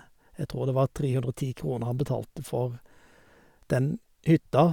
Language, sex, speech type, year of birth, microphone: Norwegian, male, spontaneous, 1951, Sennheiser